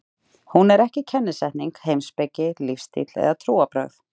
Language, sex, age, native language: Icelandic, female, 30-39, Icelandic